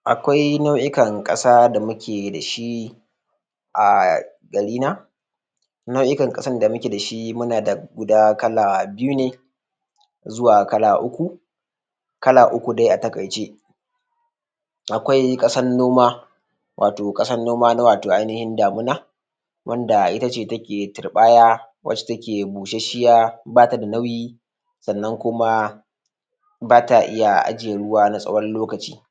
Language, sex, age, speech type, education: Hausa, male, 15-29, spontaneous, tertiary